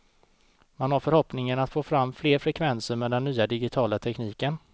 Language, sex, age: Swedish, male, 29